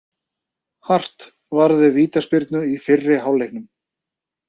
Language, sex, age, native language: Icelandic, male, 30-39, Icelandic